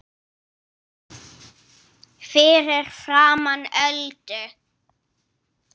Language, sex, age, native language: Icelandic, female, 8, English